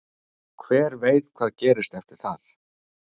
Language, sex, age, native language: Icelandic, male, 50-59, Icelandic